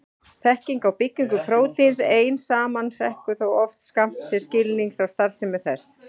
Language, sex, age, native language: Icelandic, female, 40-49, Icelandic